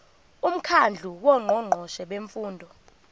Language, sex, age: Zulu, female, 25